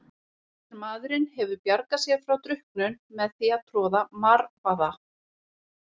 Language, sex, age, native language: Icelandic, female, 40-49, Icelandic